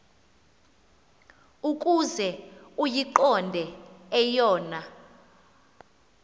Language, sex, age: Xhosa, female, 24